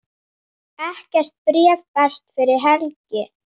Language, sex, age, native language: Icelandic, female, 9, Icelandic